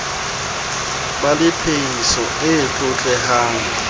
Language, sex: Southern Sotho, male